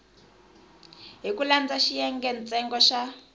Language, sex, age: Tsonga, female, 20